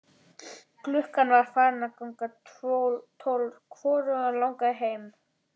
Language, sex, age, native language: Icelandic, male, 11, Icelandic